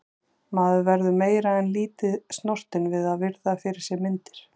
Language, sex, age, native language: Icelandic, female, 40-49, Icelandic